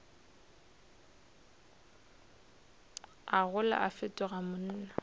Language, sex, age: Northern Sotho, female, 26